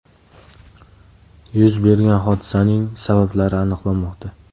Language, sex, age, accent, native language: Uzbek, male, 18-24, Toshkent shahri, Uzbek